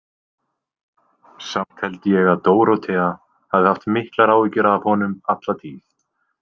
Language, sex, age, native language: Icelandic, male, 20-29, Icelandic